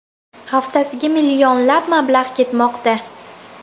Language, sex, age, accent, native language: Uzbek, female, under 19, Toshkent shahri, Uzbek